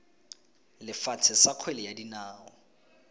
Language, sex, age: Tswana, male, 20